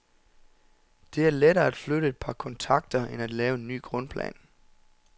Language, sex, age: Danish, male, 27